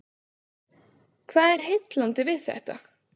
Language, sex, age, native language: Icelandic, female, 16, Icelandic